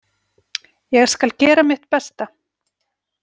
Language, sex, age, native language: Icelandic, female, 40-49, Icelandic